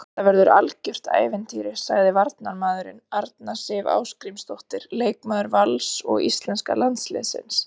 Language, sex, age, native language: Icelandic, female, 30-39, Icelandic